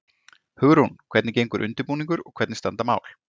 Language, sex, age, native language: Icelandic, male, 40-49, Icelandic